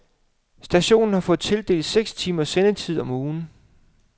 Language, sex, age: Danish, male, 35